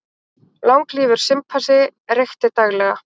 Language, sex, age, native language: Icelandic, female, 18-19, Icelandic